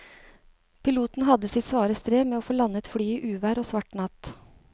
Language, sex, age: Norwegian, female, 36